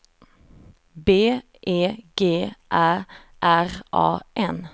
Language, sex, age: Swedish, female, 34